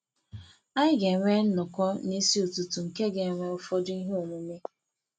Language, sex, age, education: Igbo, female, 15-29, tertiary